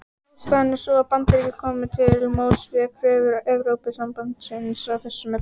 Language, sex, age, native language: Icelandic, female, 18-19, Icelandic